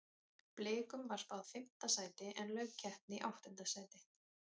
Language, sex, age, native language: Icelandic, female, 30-39, Icelandic